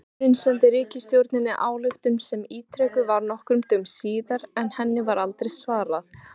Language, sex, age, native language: Icelandic, female, 18-19, Icelandic